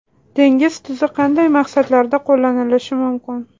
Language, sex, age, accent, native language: Uzbek, female, 18-24, Toshkent shahri, Uzbek